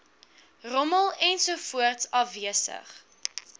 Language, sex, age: Afrikaans, female, 21